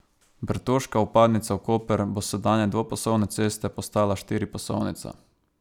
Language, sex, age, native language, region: Slovenian, male, 18-29, Slovenian, Savinja region